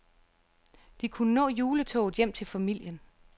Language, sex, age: Danish, female, 34